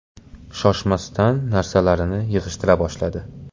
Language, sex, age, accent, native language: Uzbek, male, 18-24, Toshkent viloyati, Uzbek